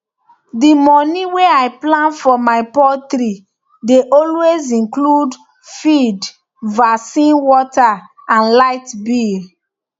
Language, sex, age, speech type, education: Nigerian Pidgin, female, 15-29, spontaneous, tertiary